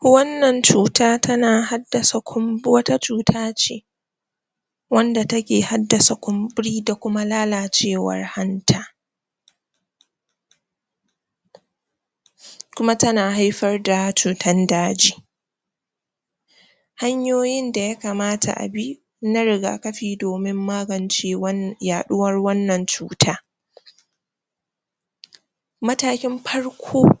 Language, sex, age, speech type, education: Hausa, female, 46-60, spontaneous, tertiary